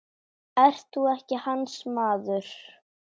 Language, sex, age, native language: Icelandic, female, 10, Icelandic